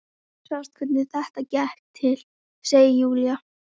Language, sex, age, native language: Icelandic, female, 13, Icelandic